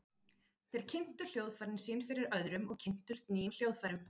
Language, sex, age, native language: Icelandic, female, 40-49, Icelandic